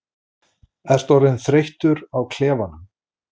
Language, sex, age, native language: Icelandic, male, 40-49, Icelandic